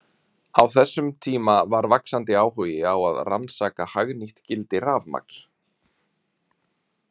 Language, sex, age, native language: Icelandic, male, 30-39, Icelandic